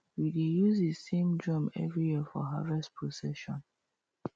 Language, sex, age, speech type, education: Nigerian Pidgin, female, 30-45, spontaneous, tertiary